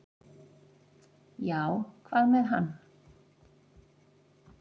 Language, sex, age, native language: Icelandic, female, 40-49, Icelandic